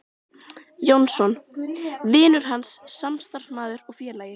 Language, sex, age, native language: Icelandic, female, 12, Icelandic